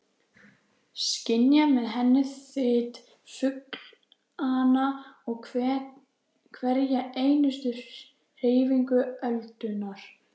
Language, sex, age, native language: Icelandic, female, 14, Icelandic